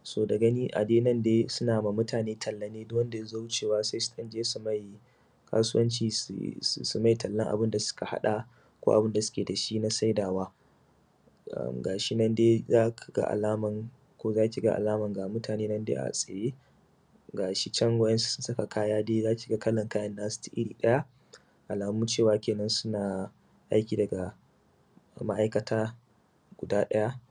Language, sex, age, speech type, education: Hausa, male, 30-45, spontaneous, secondary